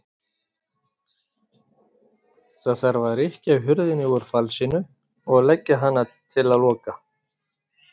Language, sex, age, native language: Icelandic, male, 30-39, Icelandic